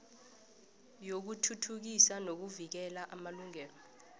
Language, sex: South Ndebele, female